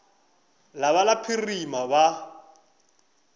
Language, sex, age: Northern Sotho, male, 25